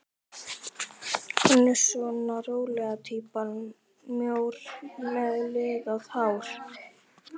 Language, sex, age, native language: Icelandic, male, 12, Icelandic